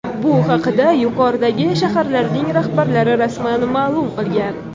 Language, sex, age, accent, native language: Uzbek, female, 18-24, Toshkent shahri, Uzbek